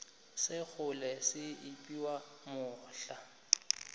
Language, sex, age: Northern Sotho, male, 25